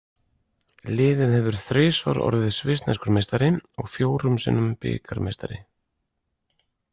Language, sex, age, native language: Icelandic, male, 40-49, Icelandic